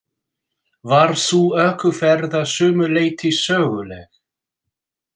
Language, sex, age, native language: Icelandic, male, 60-69, English